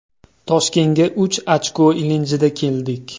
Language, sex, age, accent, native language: Uzbek, male, 25-34, Toshkent viloyati, Uzbek